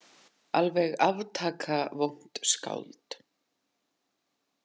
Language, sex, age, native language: Icelandic, female, 40-49, Icelandic